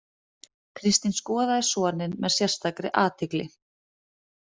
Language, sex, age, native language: Icelandic, female, 30-39, Icelandic